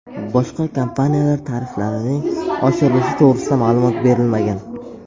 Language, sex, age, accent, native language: Uzbek, male, under 19, Samarqand, Uzbek